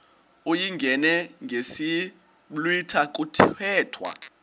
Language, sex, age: Xhosa, male, 20